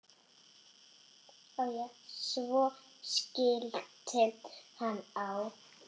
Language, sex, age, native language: Icelandic, female, 6, Icelandic